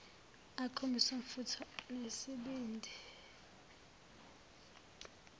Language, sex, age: Zulu, female, 19